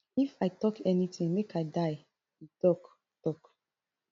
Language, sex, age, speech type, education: Nigerian Pidgin, female, 15-29, spontaneous, tertiary